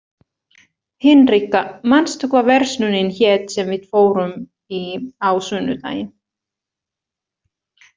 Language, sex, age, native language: Icelandic, female, 30-39, Finnish